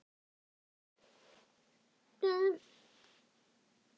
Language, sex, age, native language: Icelandic, female, 10, Icelandic